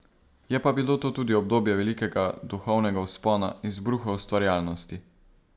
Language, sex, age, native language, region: Slovenian, male, 18-29, Slovenian, Savinja region